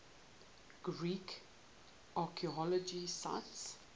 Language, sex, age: English, female, 18